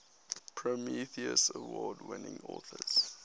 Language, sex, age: English, male, 19